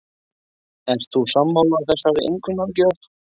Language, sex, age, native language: Icelandic, male, 20-29, Icelandic